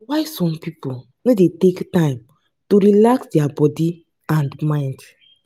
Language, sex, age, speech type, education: Nigerian Pidgin, female, 15-29, spontaneous, tertiary